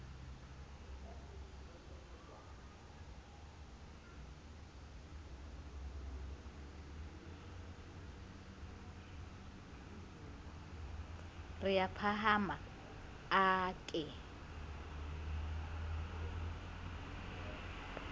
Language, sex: Southern Sotho, female